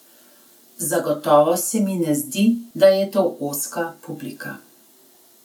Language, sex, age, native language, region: Slovenian, female, 30-49, Slovenian, Gorenjska region